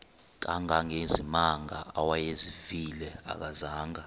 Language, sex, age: Xhosa, male, 23